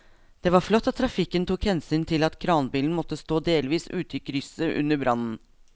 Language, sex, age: Norwegian, female, 42